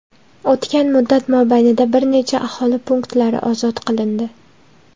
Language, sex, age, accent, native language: Uzbek, female, 19-29, Andijon, Uzbek